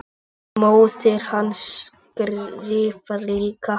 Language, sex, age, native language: Icelandic, male, 8, Icelandic